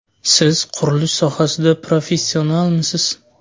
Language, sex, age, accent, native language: Uzbek, male, 18-24, Sirdaryo, Uzbek